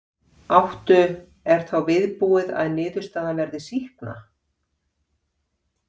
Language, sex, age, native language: Icelandic, female, 50-59, Icelandic